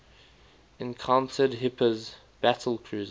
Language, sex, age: English, male, 19